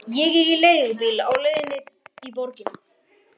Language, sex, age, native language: Icelandic, male, 11, Icelandic